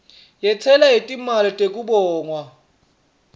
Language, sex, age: Swati, male, 26